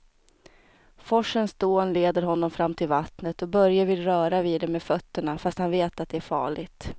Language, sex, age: Swedish, female, 29